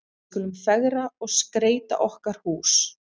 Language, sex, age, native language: Icelandic, female, 30-39, Icelandic